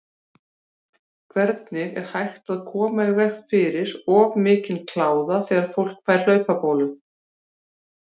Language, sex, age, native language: Icelandic, female, 40-49, Icelandic